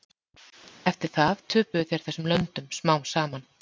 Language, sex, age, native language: Icelandic, female, 40-49, Icelandic